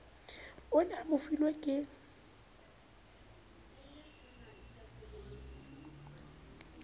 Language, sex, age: Southern Sotho, female, 29